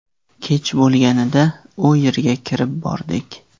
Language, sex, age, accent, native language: Uzbek, male, 18-24, Qashqadaryo, Uzbek